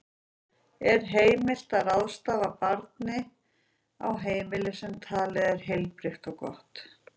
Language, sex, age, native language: Icelandic, female, 40-49, Icelandic